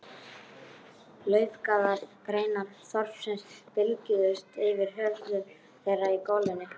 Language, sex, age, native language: Icelandic, male, 12, Icelandic